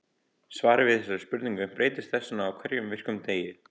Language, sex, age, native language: Icelandic, male, 18-19, Icelandic